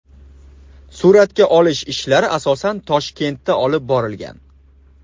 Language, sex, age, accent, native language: Uzbek, male, 25-34, Andijon, Uzbek